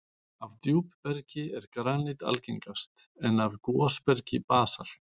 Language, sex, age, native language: Icelandic, male, 40-49, Icelandic